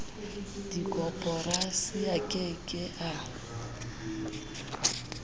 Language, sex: Southern Sotho, female